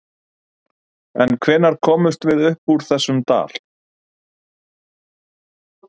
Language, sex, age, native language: Icelandic, male, 50-59, Icelandic